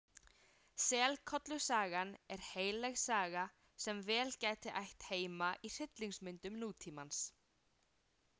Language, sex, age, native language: Icelandic, female, 18-19, Icelandic